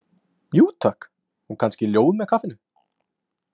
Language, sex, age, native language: Icelandic, male, 20-29, Icelandic